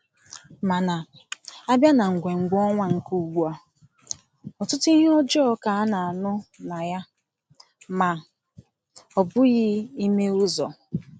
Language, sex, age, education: Igbo, female, 15-29, tertiary